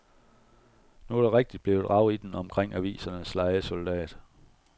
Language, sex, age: Danish, male, 41